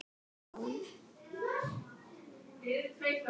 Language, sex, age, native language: Icelandic, female, 6, Icelandic